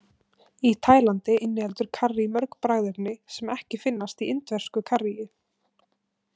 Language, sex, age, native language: Icelandic, female, 18-19, Icelandic